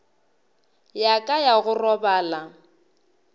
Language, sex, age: Northern Sotho, female, 23